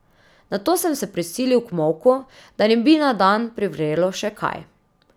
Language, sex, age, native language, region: Slovenian, female, 30-49, Slovenian, Drava region